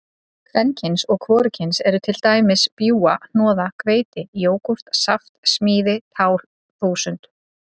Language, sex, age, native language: Icelandic, female, 30-39, Icelandic